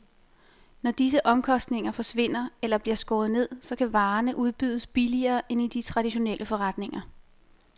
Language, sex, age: Danish, female, 28